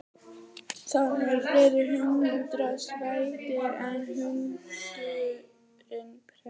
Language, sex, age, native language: Icelandic, female, 18-19, Icelandic